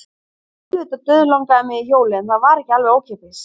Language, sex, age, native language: Icelandic, female, 30-39, Icelandic